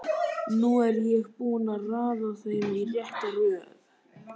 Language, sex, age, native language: Icelandic, male, 13, Icelandic